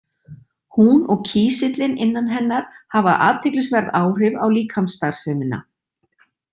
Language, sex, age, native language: Icelandic, female, 60-69, Icelandic